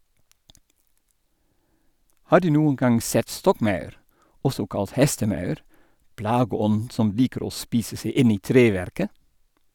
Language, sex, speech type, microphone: Norwegian, male, read, Sennheiser